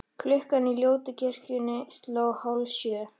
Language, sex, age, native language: Icelandic, female, 13, Icelandic